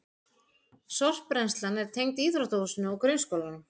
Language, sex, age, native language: Icelandic, female, 40-49, Icelandic